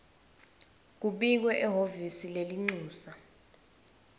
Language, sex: Swati, female